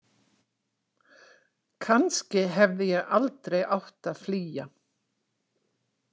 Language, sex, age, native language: Icelandic, female, 60-69, Icelandic